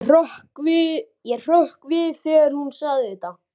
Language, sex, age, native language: Icelandic, male, 12, Icelandic